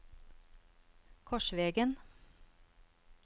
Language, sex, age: Norwegian, female, 54